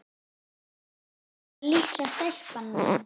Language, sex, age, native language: Icelandic, female, 8, Icelandic